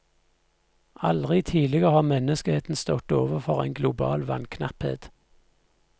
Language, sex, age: Norwegian, male, 50